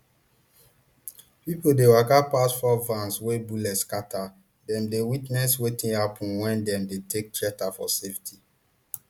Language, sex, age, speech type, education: Nigerian Pidgin, male, 30-45, spontaneous, tertiary